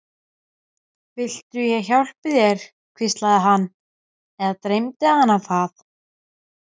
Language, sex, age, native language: Icelandic, female, 13, Icelandic